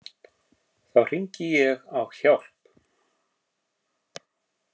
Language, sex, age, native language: Icelandic, male, 50-59, Icelandic